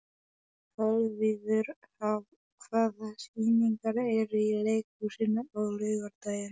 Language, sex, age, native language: Icelandic, male, 11, Polish